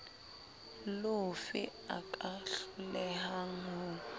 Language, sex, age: Southern Sotho, female, 25